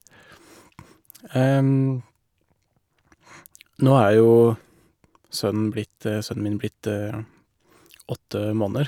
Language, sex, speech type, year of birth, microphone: Norwegian, male, spontaneous, 1984, Shure